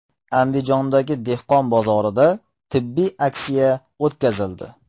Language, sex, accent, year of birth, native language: Uzbek, male, Farg'ona, 1995, Uzbek